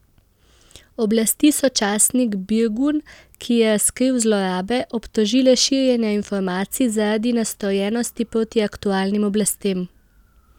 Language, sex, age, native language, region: Slovenian, female, 18-29, Slovenian, Central Slovenia